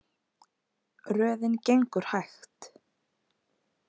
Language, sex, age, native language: Icelandic, female, 30-39, Icelandic